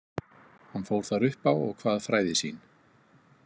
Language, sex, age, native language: Icelandic, male, 50-59, Icelandic